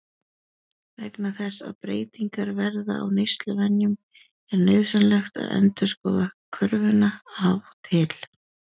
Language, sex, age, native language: Icelandic, female, 30-39, Icelandic